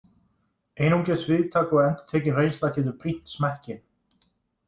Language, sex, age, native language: Icelandic, male, 20-29, Icelandic